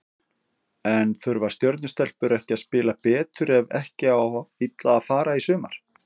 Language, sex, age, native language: Icelandic, male, 50-59, Icelandic